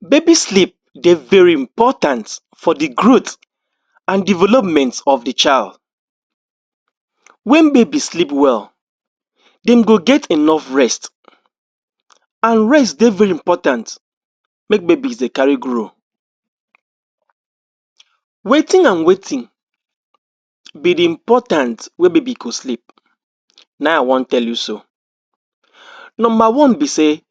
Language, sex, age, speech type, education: Nigerian Pidgin, male, 60+, spontaneous, tertiary